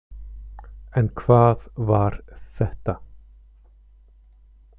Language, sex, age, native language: Icelandic, male, 50-59, Icelandic